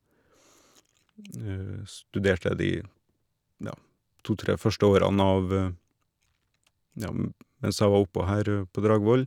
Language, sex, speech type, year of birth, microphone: Norwegian, male, spontaneous, 1979, Shure